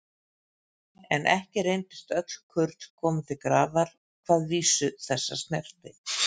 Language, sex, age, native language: Icelandic, female, 50-59, Icelandic